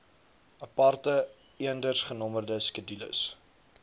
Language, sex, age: Afrikaans, male, 19